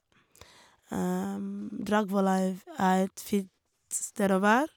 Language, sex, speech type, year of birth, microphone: Norwegian, female, spontaneous, 1988, Shure